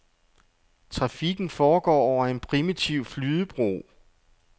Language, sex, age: Danish, male, 48